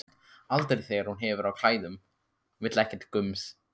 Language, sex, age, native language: Icelandic, male, 15, Icelandic